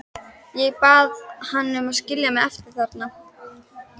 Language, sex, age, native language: Icelandic, female, 13, Icelandic